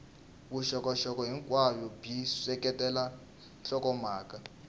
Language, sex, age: Tsonga, male, 19